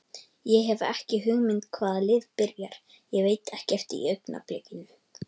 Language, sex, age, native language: Icelandic, male, 18-19, Icelandic